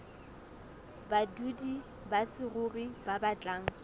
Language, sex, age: Southern Sotho, female, 19